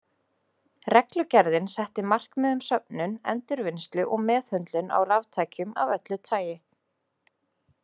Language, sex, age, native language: Icelandic, female, 20-29, Icelandic